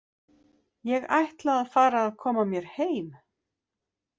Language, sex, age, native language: Icelandic, female, 50-59, Icelandic